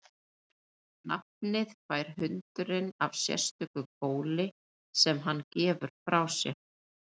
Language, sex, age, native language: Icelandic, female, 30-39, Icelandic